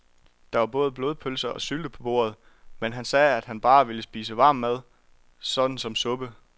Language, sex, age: Danish, male, 23